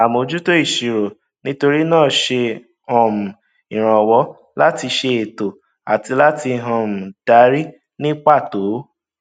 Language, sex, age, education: Yoruba, male, 15-29, tertiary